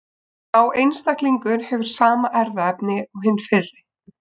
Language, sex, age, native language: Icelandic, female, 20-29, Icelandic